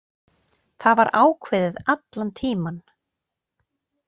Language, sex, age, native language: Icelandic, female, 40-49, Icelandic